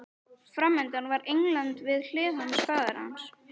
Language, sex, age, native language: Icelandic, female, 11, Icelandic